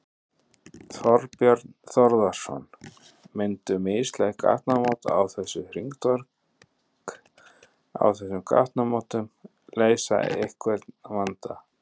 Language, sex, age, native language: Icelandic, male, 30-39, Icelandic